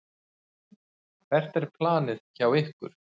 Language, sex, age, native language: Icelandic, male, 40-49, Icelandic